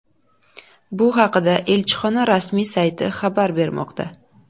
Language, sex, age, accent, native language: Uzbek, female, 18-24, Buxoro, Uzbek